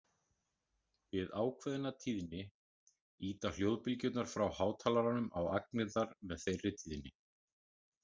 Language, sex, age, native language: Icelandic, male, 40-49, Icelandic